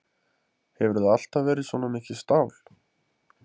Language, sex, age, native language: Icelandic, male, 20-29, Icelandic